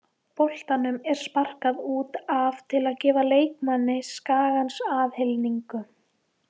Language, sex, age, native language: Icelandic, female, 18-19, Icelandic